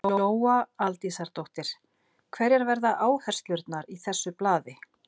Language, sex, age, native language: Icelandic, female, 50-59, Icelandic